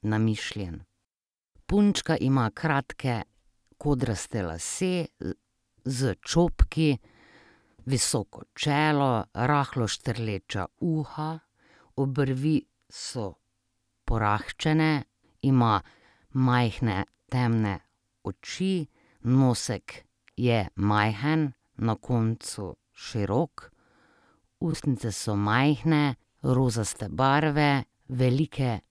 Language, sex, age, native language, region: Slovenian, female, 30-49, Slovenian, Drava region